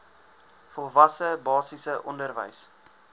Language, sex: Afrikaans, male